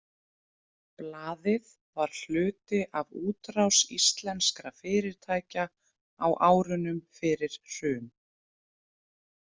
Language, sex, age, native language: Icelandic, female, 30-39, Icelandic